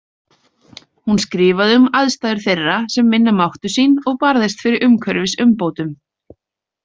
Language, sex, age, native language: Icelandic, female, 30-39, Icelandic